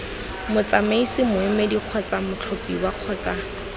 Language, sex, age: Tswana, female, 19